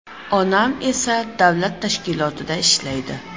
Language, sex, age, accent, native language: Uzbek, female, 25-34, Jizzax, Uzbek